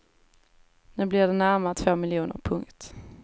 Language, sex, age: Swedish, female, 18